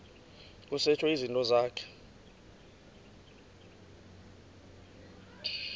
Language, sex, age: Xhosa, female, 28